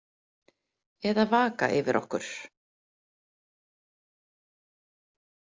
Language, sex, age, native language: Icelandic, female, 50-59, Icelandic